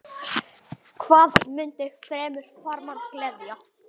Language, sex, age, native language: Icelandic, male, 9, Icelandic